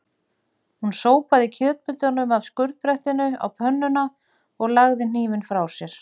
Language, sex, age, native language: Icelandic, female, 40-49, Icelandic